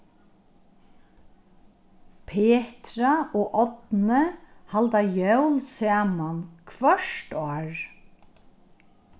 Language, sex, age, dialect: Faroese, female, 61+, Norðurstreymoy/Eysturoy